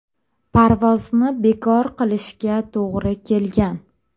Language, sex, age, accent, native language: Uzbek, female, 25-34, Toshkent viloyati, Uzbek